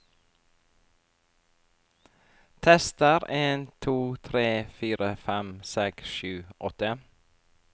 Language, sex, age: Norwegian, female, 44